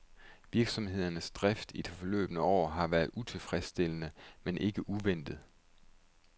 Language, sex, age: Danish, male, 31